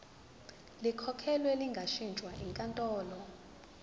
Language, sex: Zulu, female